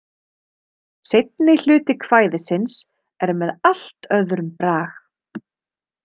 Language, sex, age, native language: Icelandic, female, 30-39, Icelandic